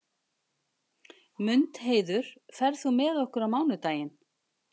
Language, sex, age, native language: Icelandic, female, 50-59, Icelandic